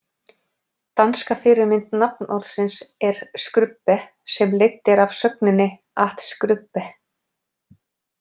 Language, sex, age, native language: Icelandic, female, 40-49, Icelandic